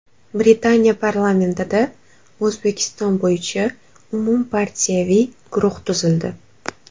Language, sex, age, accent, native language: Uzbek, female, 12-17, Toshkent shahri, Uzbek